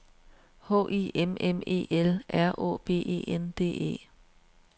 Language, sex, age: Danish, female, 42